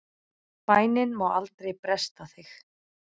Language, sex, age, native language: Icelandic, female, 9, Icelandic